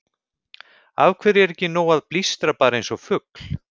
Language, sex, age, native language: Icelandic, male, 50-59, Icelandic